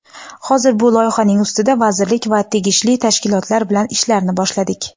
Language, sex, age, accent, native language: Uzbek, female, 18-24, Xorazm, Uzbek